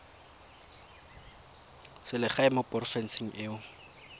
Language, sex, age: Tswana, male, 22